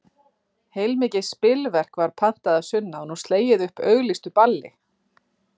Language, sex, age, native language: Icelandic, female, 40-49, Icelandic